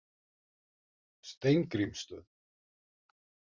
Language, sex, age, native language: Icelandic, male, 50-59, Icelandic